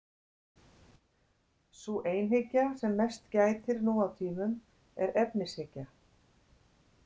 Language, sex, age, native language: Icelandic, female, 60-69, Icelandic